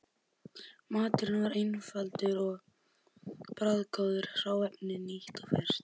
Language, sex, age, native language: Icelandic, male, 12, Icelandic